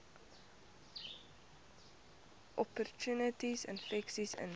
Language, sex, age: Afrikaans, female, 21